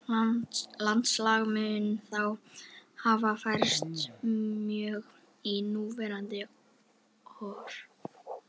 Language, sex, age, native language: Icelandic, female, 11, Icelandic